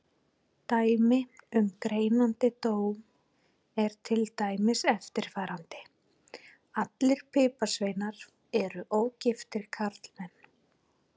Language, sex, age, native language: Icelandic, female, 40-49, Icelandic